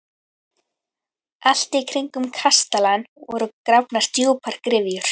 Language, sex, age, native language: Icelandic, female, 11, Icelandic